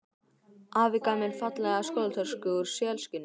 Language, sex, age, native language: Icelandic, male, 12, Icelandic